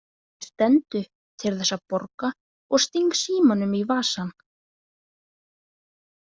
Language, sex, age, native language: Icelandic, female, 20-29, Icelandic